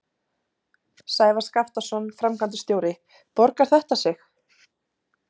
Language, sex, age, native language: Icelandic, female, 30-39, Icelandic